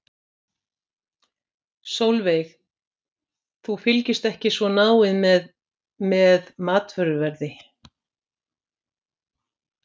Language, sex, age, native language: Icelandic, female, 60-69, Icelandic